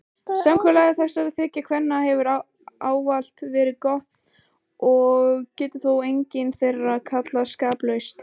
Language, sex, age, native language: Icelandic, female, 18-19, Icelandic